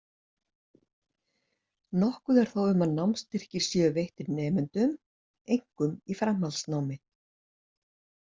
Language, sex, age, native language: Icelandic, female, 60-69, Icelandic